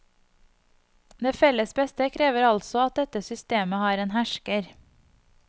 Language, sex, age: Norwegian, female, 25